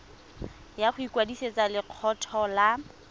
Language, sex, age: Tswana, female, 25